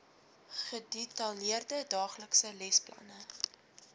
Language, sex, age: Afrikaans, female, 19